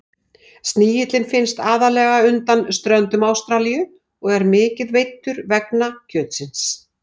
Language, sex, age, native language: Icelandic, female, 60-69, Icelandic